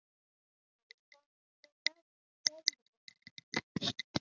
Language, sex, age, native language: Icelandic, female, 9, Icelandic